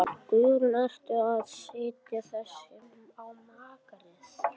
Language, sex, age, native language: Icelandic, male, 12, Icelandic